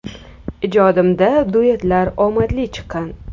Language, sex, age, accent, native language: Uzbek, female, 18-24, Toshkent shahri, Uzbek